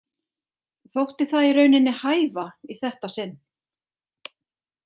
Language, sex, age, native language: Icelandic, female, 60-69, Icelandic